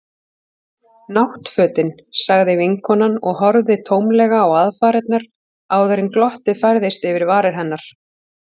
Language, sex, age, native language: Icelandic, female, 40-49, Icelandic